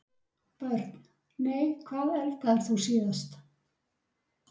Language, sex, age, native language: Icelandic, female, 60-69, Icelandic